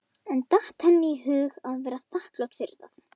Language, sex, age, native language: Icelandic, male, 11, Icelandic